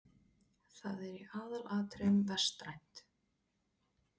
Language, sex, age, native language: Icelandic, female, 20-29, Icelandic